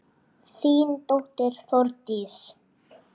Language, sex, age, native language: Icelandic, male, 8, Icelandic